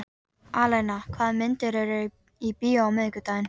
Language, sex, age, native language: Icelandic, female, 13, Icelandic